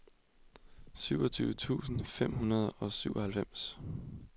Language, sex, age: Danish, male, 20